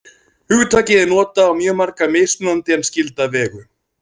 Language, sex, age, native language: Icelandic, male, 30-39, Icelandic